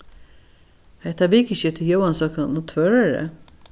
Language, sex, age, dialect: Faroese, female, 61+, Norðurstreymoy/Eysturoy